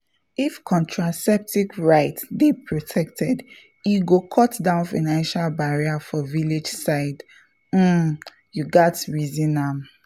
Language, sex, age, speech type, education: Nigerian Pidgin, female, 15-29, spontaneous, tertiary